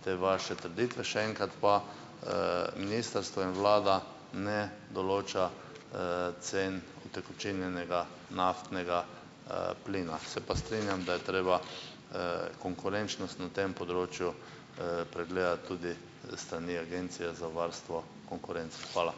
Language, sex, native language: Slovenian, male, Slovenian